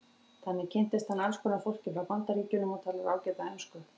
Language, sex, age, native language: Icelandic, female, 40-49, Icelandic